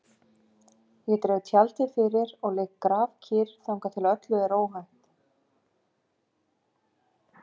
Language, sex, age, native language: Icelandic, female, 50-59, Icelandic